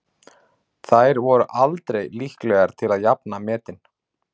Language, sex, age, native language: Icelandic, male, 40-49, Icelandic